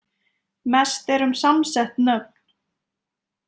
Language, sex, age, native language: Icelandic, female, 20-29, Icelandic